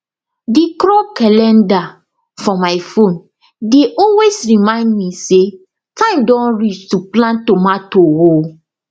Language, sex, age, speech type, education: Nigerian Pidgin, female, 15-29, spontaneous, tertiary